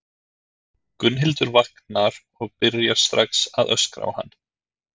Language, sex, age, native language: Icelandic, male, 30-39, Icelandic